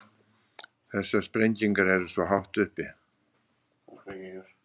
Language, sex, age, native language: Icelandic, male, 60-69, Icelandic